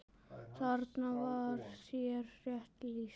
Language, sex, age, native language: Icelandic, male, 10, Icelandic